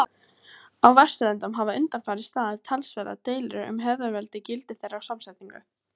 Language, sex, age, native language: Icelandic, female, 18-19, Icelandic